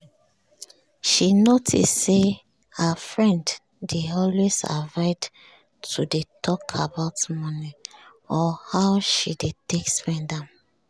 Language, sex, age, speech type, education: Nigerian Pidgin, female, 30-45, spontaneous, tertiary